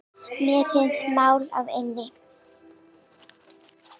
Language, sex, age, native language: Icelandic, female, 9, Icelandic